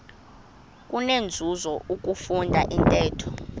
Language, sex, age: Xhosa, female, 20